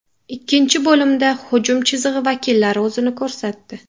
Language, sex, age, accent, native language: Uzbek, female, 18-24, Samarqand, Uzbek